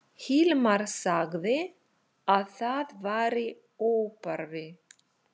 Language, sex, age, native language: Icelandic, female, 40-49, Russian